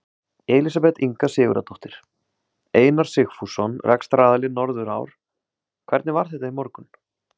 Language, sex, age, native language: Icelandic, male, 30-39, Icelandic